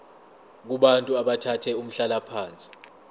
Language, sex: Zulu, male